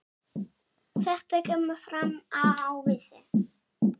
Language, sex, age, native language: Icelandic, female, 6, Icelandic